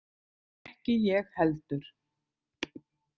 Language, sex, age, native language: Icelandic, other, 50-59, Icelandic